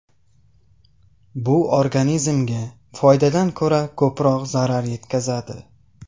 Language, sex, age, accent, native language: Uzbek, male, 18-24, Qashqadaryo, Tajik